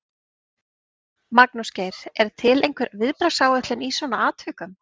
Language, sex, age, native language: Icelandic, female, 30-39, Icelandic